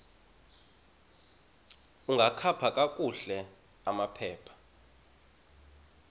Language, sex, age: Xhosa, male, 31